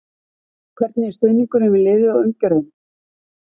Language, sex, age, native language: Icelandic, female, 50-59, Icelandic